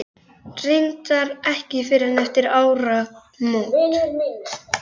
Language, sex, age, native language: Icelandic, male, 11, Icelandic